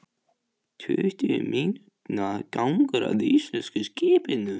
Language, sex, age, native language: Icelandic, male, 18-19, Polish